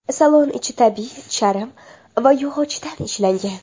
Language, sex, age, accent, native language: Uzbek, female, 12-17, Toshkent shahri, Uzbek